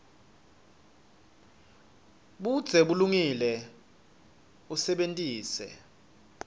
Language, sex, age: Swati, male, 26